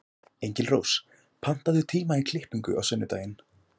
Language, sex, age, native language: Icelandic, male, 18-19, Icelandic